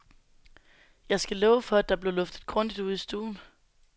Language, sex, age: Danish, female, 19